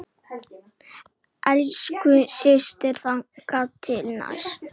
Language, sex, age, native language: Icelandic, male, 7, Icelandic